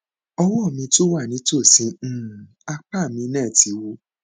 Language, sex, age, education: Yoruba, male, 15-29, tertiary